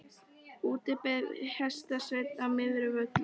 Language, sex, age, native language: Icelandic, female, 13, Icelandic